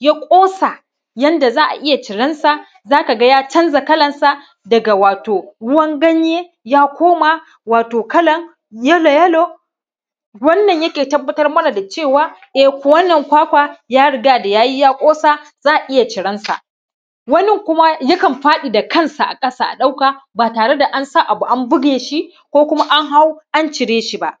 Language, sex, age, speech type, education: Hausa, male, 15-29, spontaneous, tertiary